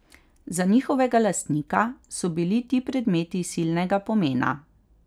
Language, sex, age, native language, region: Slovenian, female, 30-49, Slovenian, Carinthia region